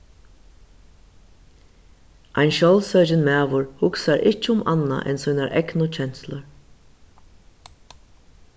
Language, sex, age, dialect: Faroese, female, 36-60, Suðurstreymoy